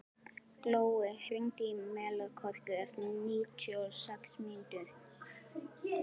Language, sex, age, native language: Icelandic, female, 11, Icelandic